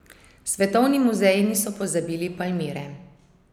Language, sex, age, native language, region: Slovenian, female, 30-49, Slovenian, Savinja region